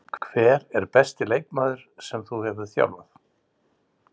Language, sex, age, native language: Icelandic, male, 60-69, Icelandic